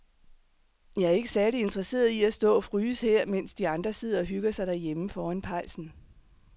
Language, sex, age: Danish, female, 39